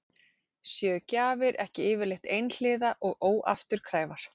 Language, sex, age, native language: Icelandic, female, 40-49, Icelandic